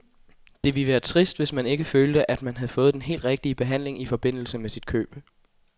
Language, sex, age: Danish, male, 21